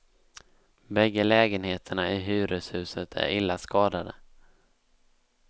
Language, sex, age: Swedish, male, 19